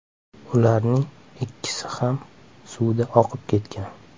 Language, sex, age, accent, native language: Uzbek, male, 25-34, Toshkent shahri, Uzbek